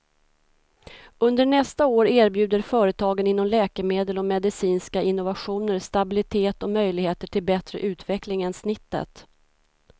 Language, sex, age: Swedish, female, 46